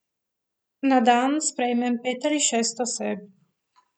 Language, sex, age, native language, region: Slovenian, female, 18-29, Slovenian, Primorsko-notranjska region